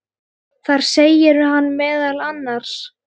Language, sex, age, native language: Icelandic, female, 9, Icelandic